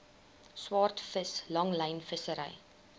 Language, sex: Afrikaans, female